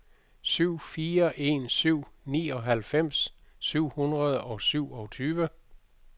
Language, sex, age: Danish, male, 62